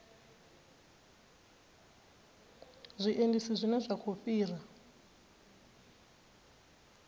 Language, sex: Venda, female